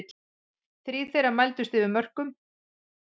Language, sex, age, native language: Icelandic, female, 40-49, Icelandic